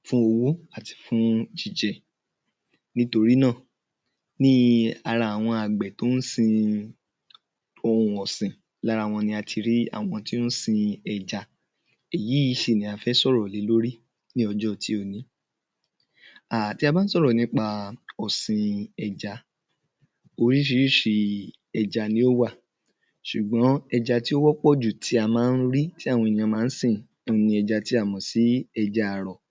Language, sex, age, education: Yoruba, male, 15-29, tertiary